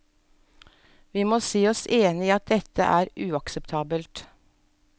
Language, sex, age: Norwegian, female, 47